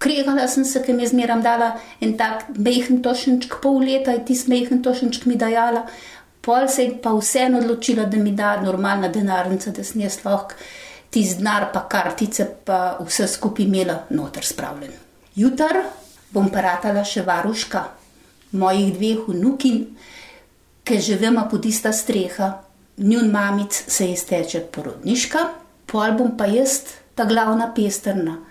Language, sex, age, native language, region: Slovenian, female, 60+, Slovenian, Gorenjska region